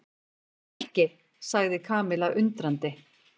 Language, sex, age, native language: Icelandic, female, 40-49, Icelandic